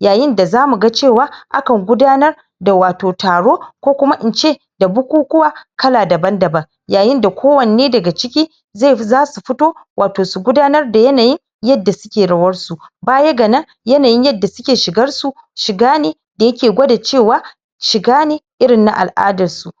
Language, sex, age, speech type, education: Hausa, female, 30-45, spontaneous, tertiary